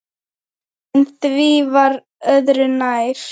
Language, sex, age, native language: Icelandic, female, 10, Icelandic